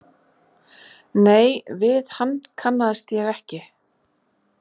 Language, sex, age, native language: Icelandic, female, 40-49, Icelandic